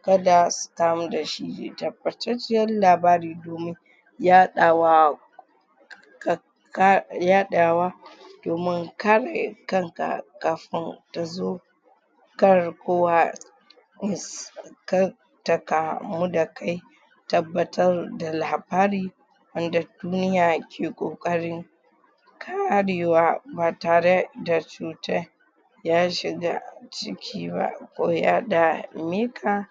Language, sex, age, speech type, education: Hausa, female, 46-60, spontaneous, tertiary